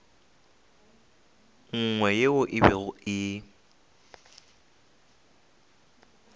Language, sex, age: Northern Sotho, male, 20